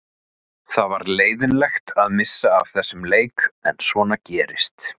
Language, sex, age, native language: Icelandic, male, 30-39, Icelandic